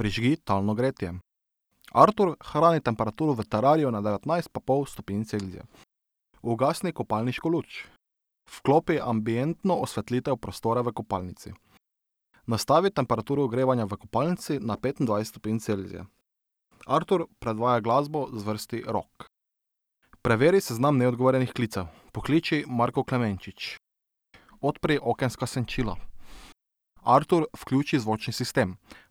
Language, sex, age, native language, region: Slovenian, male, 18-29, Slovenian, Drava region